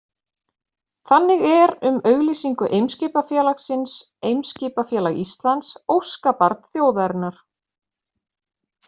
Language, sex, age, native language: Icelandic, female, 40-49, Icelandic